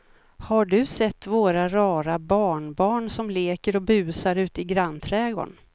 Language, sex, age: Swedish, female, 56